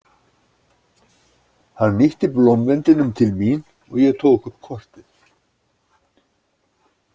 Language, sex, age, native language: Icelandic, male, 60-69, Icelandic